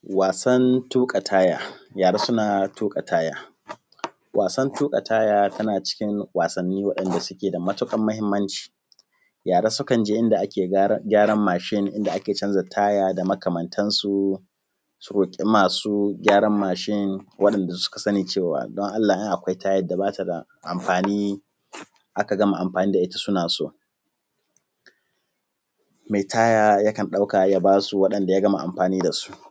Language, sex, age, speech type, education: Hausa, male, 15-29, spontaneous, primary